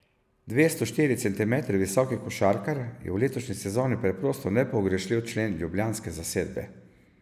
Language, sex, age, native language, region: Slovenian, male, 50-59, Slovenian, Savinja region